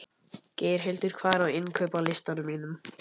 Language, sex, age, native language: Icelandic, male, 11, Icelandic